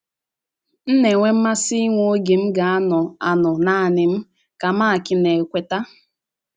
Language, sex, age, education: Igbo, female, 15-29, tertiary